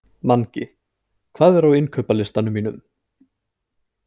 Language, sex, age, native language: Icelandic, male, 20-29, Icelandic